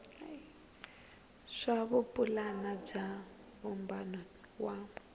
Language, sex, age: Tsonga, female, 19